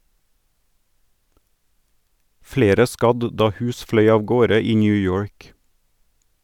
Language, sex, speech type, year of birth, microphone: Norwegian, male, read, 1979, Sennheiser